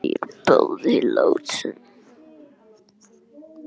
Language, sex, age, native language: Icelandic, male, 10, Icelandic